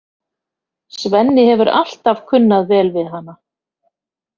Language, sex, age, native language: Icelandic, female, 50-59, Icelandic